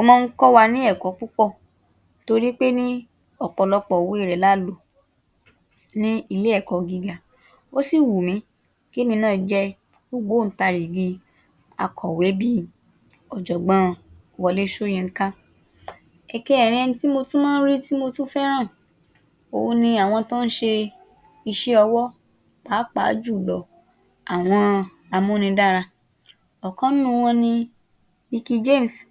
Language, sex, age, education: Yoruba, female, 30-45, tertiary